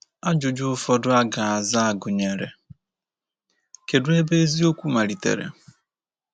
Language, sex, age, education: Igbo, male, 15-29, tertiary